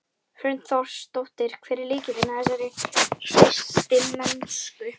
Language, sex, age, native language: Icelandic, female, 11, Icelandic